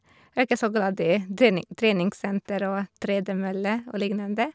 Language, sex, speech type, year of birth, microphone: Norwegian, female, spontaneous, 1991, Shure